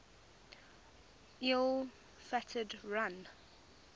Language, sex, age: English, female, 20